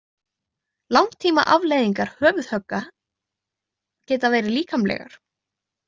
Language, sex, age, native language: Icelandic, female, 20-29, Icelandic